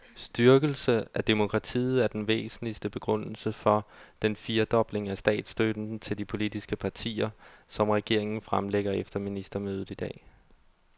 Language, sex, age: Danish, male, 32